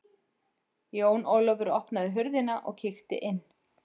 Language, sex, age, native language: Icelandic, female, 40-49, Icelandic